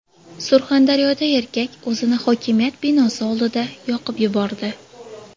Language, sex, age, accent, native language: Uzbek, female, 18-24, Toshkent shahri, Uzbek